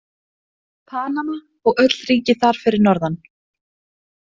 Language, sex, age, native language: Icelandic, female, 20-29, Icelandic